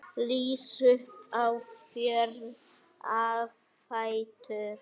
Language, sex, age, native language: Icelandic, male, 8, Icelandic